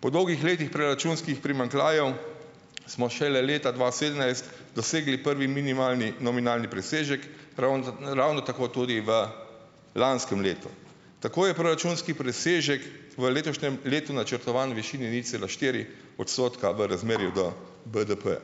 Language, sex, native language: Slovenian, male, Slovenian